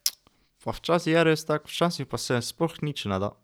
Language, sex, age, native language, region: Slovenian, male, 12-17, Slovenian, Drava region